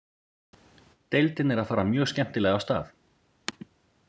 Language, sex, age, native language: Icelandic, male, 40-49, Icelandic